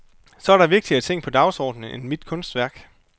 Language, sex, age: Danish, male, 29